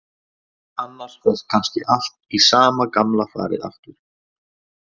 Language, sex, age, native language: Icelandic, male, 20-29, Icelandic